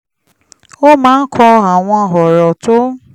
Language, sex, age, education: Yoruba, female, 30-45, tertiary